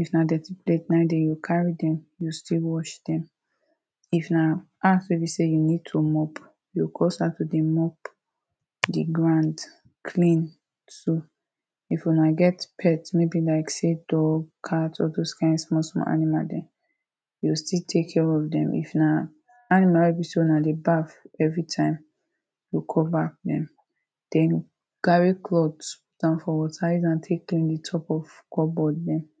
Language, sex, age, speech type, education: Nigerian Pidgin, female, 30-45, spontaneous, tertiary